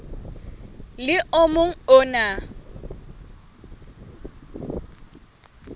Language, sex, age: Southern Sotho, female, 21